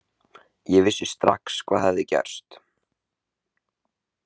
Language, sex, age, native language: Icelandic, male, 18-19, Icelandic